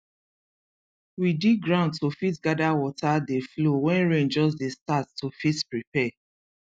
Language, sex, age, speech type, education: Nigerian Pidgin, female, 30-45, spontaneous, tertiary